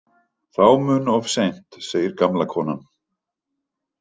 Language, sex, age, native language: Icelandic, male, 50-59, Icelandic